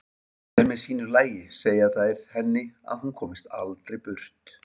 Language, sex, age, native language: Icelandic, male, 50-59, Icelandic